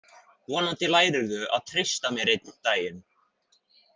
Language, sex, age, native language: Icelandic, male, 40-49, Icelandic